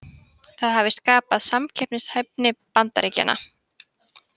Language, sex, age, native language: Icelandic, female, 18-19, Icelandic